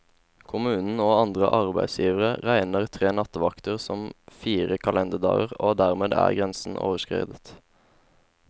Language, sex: Norwegian, male